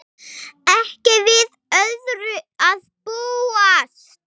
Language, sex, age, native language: Icelandic, female, 6, English